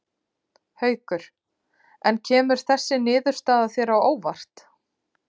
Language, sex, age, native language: Icelandic, female, 30-39, Icelandic